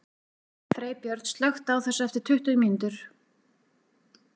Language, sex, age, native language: Icelandic, female, 40-49, Icelandic